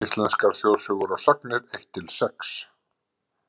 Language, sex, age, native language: Icelandic, male, 50-59, Icelandic